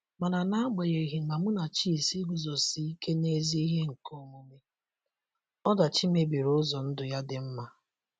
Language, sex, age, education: Igbo, male, 15-29, secondary